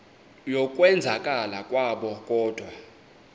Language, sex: Xhosa, male